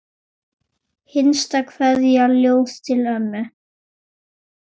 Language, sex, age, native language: Icelandic, male, 9, Icelandic